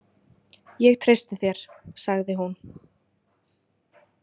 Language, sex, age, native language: Icelandic, female, 20-29, Icelandic